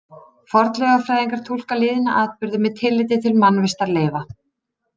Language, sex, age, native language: Icelandic, female, 30-39, Icelandic